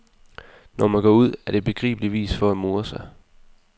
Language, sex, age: Danish, male, 20